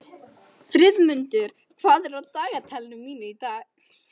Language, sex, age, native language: Icelandic, female, 11, Icelandic